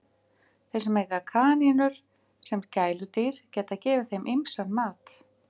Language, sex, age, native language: Icelandic, female, 50-59, Icelandic